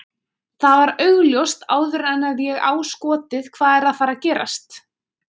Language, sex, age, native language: Icelandic, female, 20-29, Icelandic